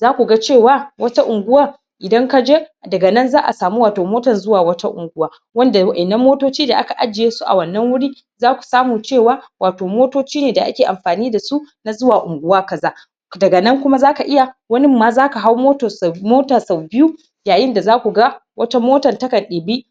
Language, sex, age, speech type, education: Hausa, female, 30-45, spontaneous, tertiary